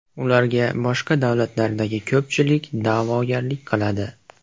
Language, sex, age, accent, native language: Uzbek, male, 18-24, Andijon, Uzbek